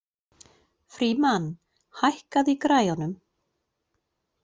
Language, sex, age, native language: Icelandic, female, 40-49, Icelandic